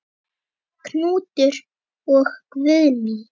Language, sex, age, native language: Icelandic, female, 9, Icelandic